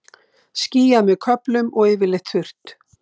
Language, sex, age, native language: Icelandic, female, 60-69, Icelandic